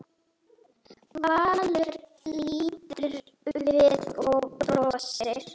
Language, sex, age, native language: Icelandic, female, 8, Icelandic